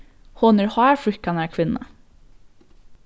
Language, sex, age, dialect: Faroese, female, 15-35, Norðurstreymoy/Eysturoy